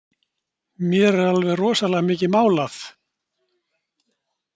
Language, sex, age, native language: Icelandic, male, 60-69, Icelandic